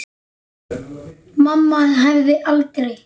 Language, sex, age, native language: Icelandic, male, 9, Icelandic